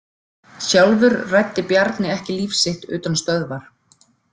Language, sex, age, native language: Icelandic, female, 40-49, Icelandic